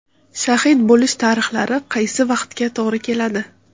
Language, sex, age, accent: Uzbek, female, 35+, Toshkent shahri